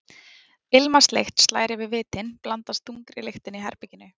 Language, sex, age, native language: Icelandic, female, 20-29, Icelandic